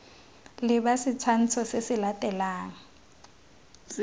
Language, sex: Tswana, female